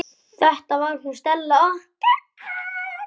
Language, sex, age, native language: Icelandic, male, 10, Icelandic